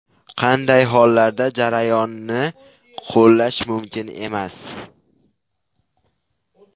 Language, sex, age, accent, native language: Uzbek, male, 12-17, Qashqadaryo, Uzbek